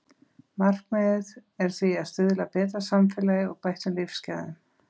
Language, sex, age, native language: Icelandic, female, 20-29, Icelandic